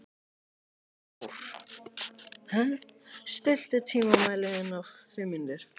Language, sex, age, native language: Icelandic, male, 18-19, Icelandic